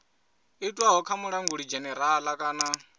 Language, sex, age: Venda, male, 20